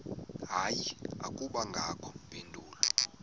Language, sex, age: Xhosa, male, 18